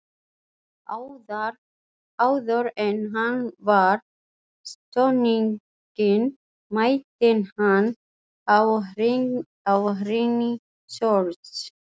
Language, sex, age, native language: Icelandic, female, 40-49, Icelandic